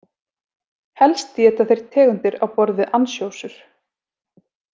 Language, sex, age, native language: Icelandic, female, 40-49, Icelandic